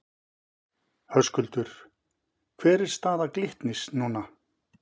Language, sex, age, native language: Icelandic, male, 50-59, Icelandic